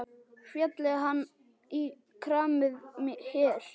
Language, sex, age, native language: Icelandic, male, 10, Icelandic